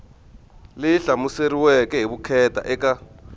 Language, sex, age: Tsonga, male, 23